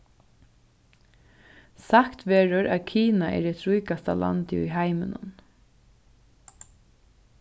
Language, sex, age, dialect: Faroese, female, 15-35, Suðurstreymoy